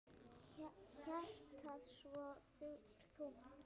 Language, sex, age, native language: Icelandic, female, 9, Icelandic